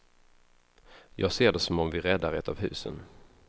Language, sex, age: Swedish, male, 33